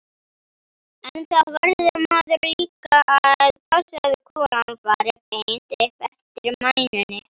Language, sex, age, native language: Icelandic, female, 18-19, Icelandic